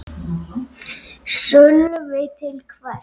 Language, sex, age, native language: Icelandic, male, 9, Icelandic